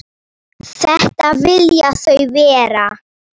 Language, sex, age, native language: Icelandic, female, 9, Icelandic